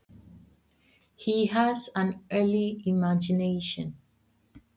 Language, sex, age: Icelandic, female, 20-29